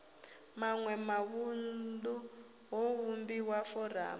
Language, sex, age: Venda, female, 22